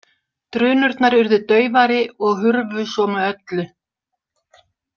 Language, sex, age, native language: Icelandic, female, 60-69, Icelandic